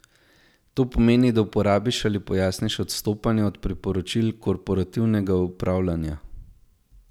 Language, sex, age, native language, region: Slovenian, male, 18-29, Slovenian, Zasavska region